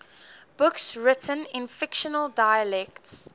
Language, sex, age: English, female, 18